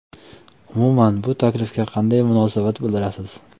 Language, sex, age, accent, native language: Uzbek, male, 25-34, Toshkent viloyati, Uzbek